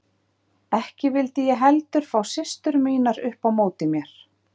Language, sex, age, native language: Icelandic, female, 50-59, Icelandic